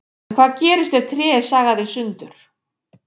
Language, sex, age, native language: Icelandic, female, 50-59, Icelandic